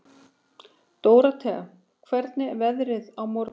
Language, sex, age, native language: Icelandic, female, 40-49, Icelandic